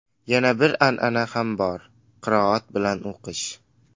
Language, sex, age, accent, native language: Uzbek, male, under 19, Qashqadaryo, Uzbek